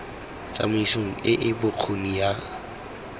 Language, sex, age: Tswana, male, 18